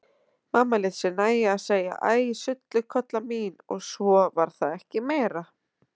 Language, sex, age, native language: Icelandic, female, 30-39, Icelandic